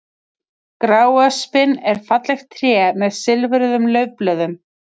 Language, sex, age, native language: Icelandic, female, 30-39, Icelandic